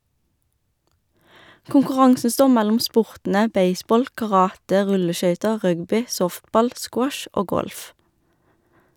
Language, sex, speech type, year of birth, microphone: Norwegian, female, read, 1991, Shure